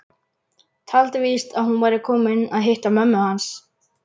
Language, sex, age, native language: Icelandic, male, 11, Icelandic